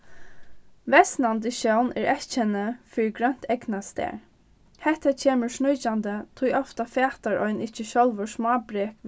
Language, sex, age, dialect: Faroese, female, 15-35, Norðurstreymoy/Eysturoy